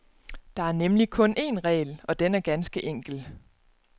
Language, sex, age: Danish, female, 29